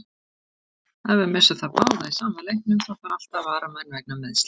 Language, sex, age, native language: Icelandic, female, 40-49, Icelandic